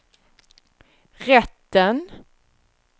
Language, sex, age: Swedish, female, 36